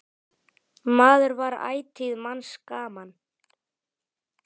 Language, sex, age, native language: Icelandic, male, 10, Icelandic